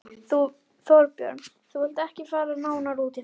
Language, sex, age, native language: Icelandic, female, 11, Icelandic